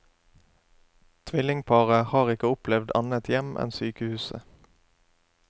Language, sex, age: Norwegian, male, 27